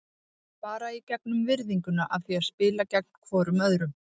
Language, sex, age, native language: Icelandic, female, 40-49, Icelandic